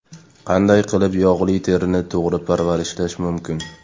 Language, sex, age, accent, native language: Uzbek, male, 18-24, Sirdaryo, Uzbek